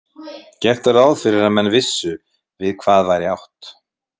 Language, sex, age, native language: Icelandic, male, 50-59, Icelandic